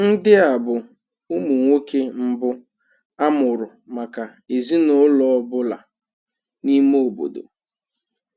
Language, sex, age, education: Igbo, male, 15-29, tertiary